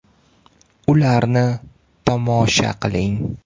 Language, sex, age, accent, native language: Uzbek, male, 18-24, Toshkent viloyati, Uzbek